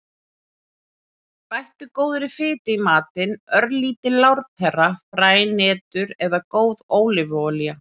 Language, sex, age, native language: Icelandic, female, 30-39, Icelandic